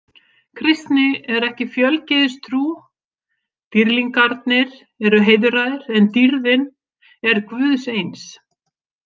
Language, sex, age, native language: Icelandic, female, 50-59, Icelandic